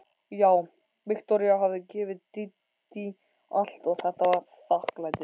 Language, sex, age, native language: Icelandic, male, 14, Icelandic